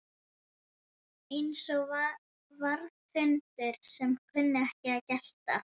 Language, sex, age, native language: Icelandic, female, 11, Icelandic